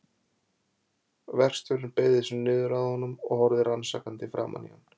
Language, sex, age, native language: Icelandic, male, 40-49, Icelandic